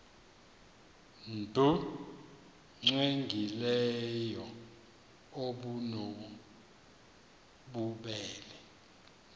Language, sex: Xhosa, male